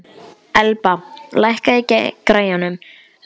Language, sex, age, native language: Icelandic, male, 11, Icelandic